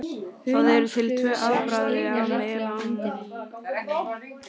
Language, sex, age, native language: Icelandic, female, 18-19, Icelandic